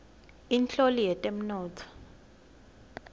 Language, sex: Swati, female